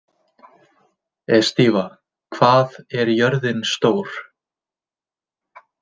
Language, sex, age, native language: Icelandic, male, 20-29, Icelandic